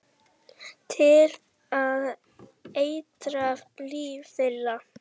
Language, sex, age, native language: Icelandic, female, 8, Icelandic